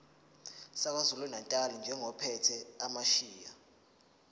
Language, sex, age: Zulu, male, 19